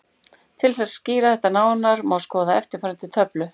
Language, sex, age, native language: Icelandic, female, 18-19, Icelandic